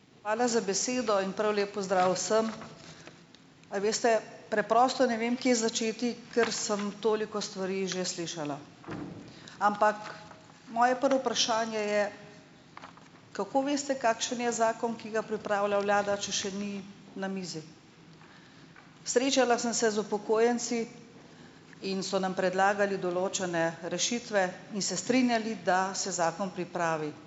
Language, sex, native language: Slovenian, female, Slovenian